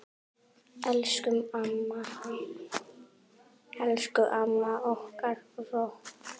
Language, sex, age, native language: Icelandic, female, 9, Icelandic